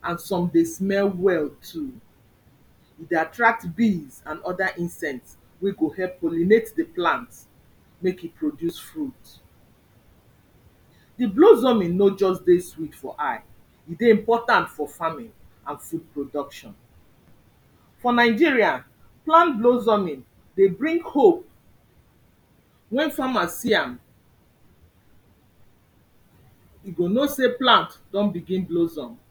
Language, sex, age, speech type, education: Nigerian Pidgin, female, 46-60, spontaneous, secondary